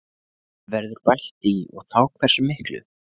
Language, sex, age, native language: Icelandic, male, 20-29, Icelandic